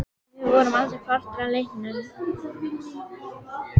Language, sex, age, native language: Icelandic, female, 14, Icelandic